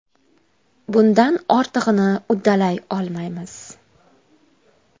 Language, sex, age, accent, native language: Uzbek, female, 19-29, Qashqadaryo, Uzbek